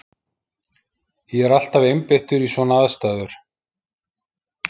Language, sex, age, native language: Icelandic, male, 50-59, Icelandic